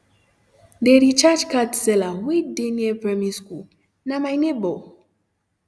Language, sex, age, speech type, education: Nigerian Pidgin, female, 15-29, spontaneous, tertiary